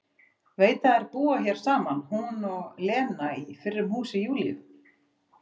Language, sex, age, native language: Icelandic, female, 40-49, Icelandic